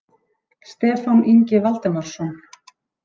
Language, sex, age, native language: Icelandic, female, 30-39, Icelandic